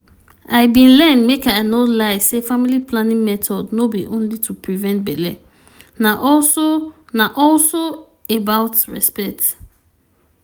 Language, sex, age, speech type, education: Nigerian Pidgin, female, 30-45, spontaneous, tertiary